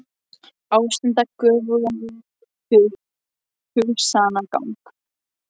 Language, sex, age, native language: Icelandic, other, 18-19, Icelandic